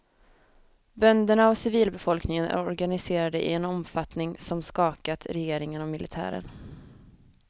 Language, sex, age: Swedish, female, 23